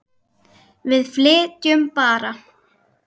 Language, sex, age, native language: Icelandic, female, 10, Icelandic